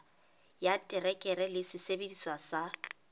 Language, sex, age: Southern Sotho, female, 20